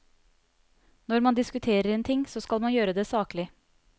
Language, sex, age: Norwegian, female, 30